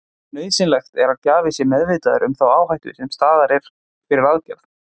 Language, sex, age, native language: Icelandic, male, 20-29, Icelandic